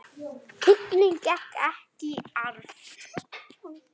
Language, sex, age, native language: Icelandic, female, 9, Icelandic